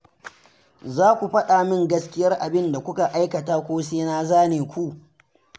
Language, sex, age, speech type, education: Hausa, male, 15-29, read, secondary